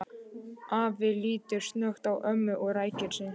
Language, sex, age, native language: Icelandic, male, 12, Icelandic